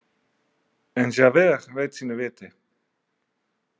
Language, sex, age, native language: Icelandic, male, 30-39, Icelandic